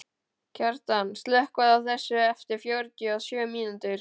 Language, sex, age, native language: Icelandic, male, 12, Icelandic